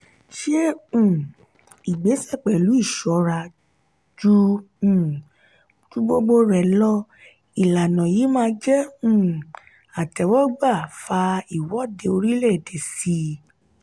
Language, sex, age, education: Yoruba, female, 30-45, tertiary